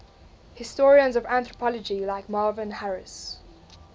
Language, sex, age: English, female, 20